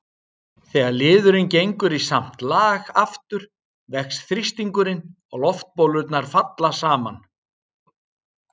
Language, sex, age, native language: Icelandic, male, 60-69, Icelandic